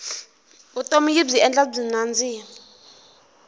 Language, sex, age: Tsonga, female, 23